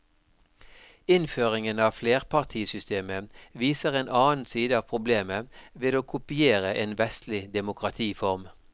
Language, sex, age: Norwegian, male, 52